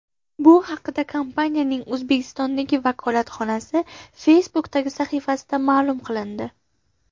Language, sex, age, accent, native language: Uzbek, female, under 19, Farg'ona, Uzbek